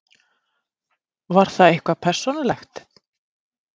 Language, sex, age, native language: Icelandic, female, 30-39, Icelandic